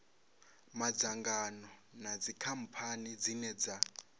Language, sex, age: Venda, male, 26